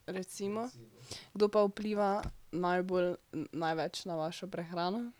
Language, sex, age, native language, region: Slovenian, female, 12-17, Slovenian, Drava region